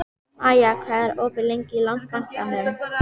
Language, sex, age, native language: Icelandic, female, 14, Icelandic